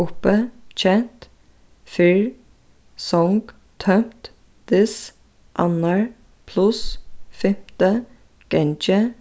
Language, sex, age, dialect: Faroese, female, 15-35, Suðurstreymoy